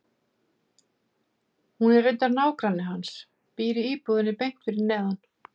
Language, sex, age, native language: Icelandic, female, 50-59, Icelandic